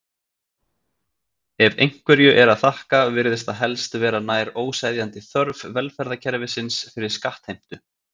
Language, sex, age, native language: Icelandic, male, 30-39, Icelandic